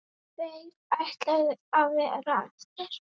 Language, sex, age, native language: Icelandic, female, 8, Icelandic